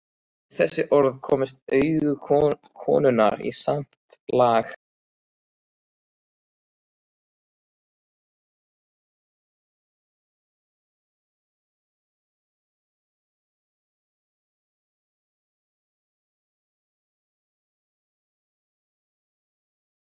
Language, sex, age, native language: Icelandic, male, 13, Icelandic